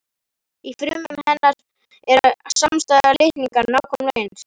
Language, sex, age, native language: Icelandic, male, 18-19, Icelandic